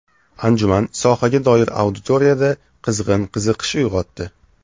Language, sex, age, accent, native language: Uzbek, male, 18-24, Farg'ona, Uzbek